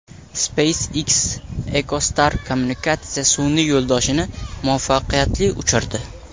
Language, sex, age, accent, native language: Uzbek, male, 18-24, Samarqand, Uzbek